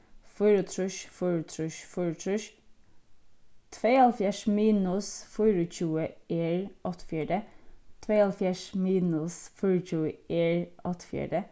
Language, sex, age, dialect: Faroese, female, 15-35, Suðurstreymoy